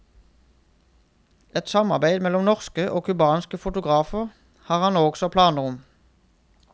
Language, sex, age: Norwegian, male, 31